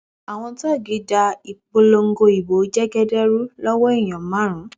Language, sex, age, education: Yoruba, female, 15-29, tertiary